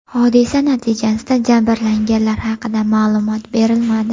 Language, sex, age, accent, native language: Uzbek, female, 18-24, Farg'ona, Uzbek